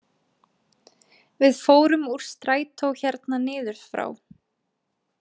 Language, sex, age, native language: Icelandic, female, 20-29, Icelandic